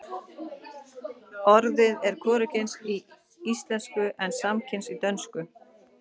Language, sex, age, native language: Icelandic, female, 40-49, Icelandic